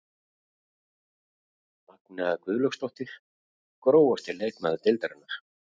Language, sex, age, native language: Icelandic, male, 50-59, Icelandic